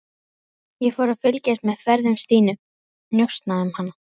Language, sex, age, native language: Icelandic, female, 11, Icelandic